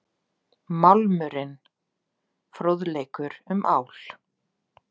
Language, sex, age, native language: Icelandic, female, 40-49, Icelandic